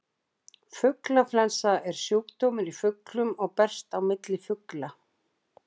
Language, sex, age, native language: Icelandic, female, 60-69, Icelandic